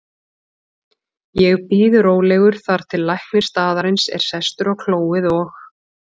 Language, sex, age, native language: Icelandic, female, 40-49, Icelandic